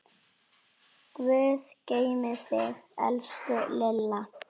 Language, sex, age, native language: Icelandic, female, 9, Icelandic